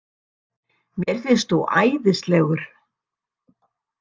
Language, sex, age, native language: Icelandic, female, 60-69, Icelandic